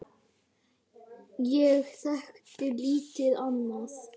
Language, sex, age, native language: Icelandic, other, 10, Icelandic